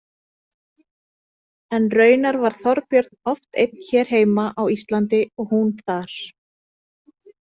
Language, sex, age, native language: Icelandic, female, 30-39, Icelandic